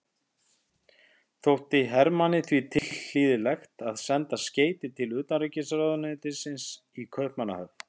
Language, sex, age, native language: Icelandic, male, 50-59, Icelandic